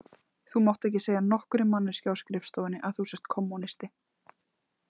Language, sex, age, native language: Icelandic, female, 20-29, Icelandic